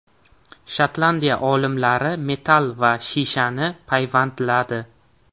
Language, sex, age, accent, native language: Uzbek, male, 18-24, Navoiy, Uzbek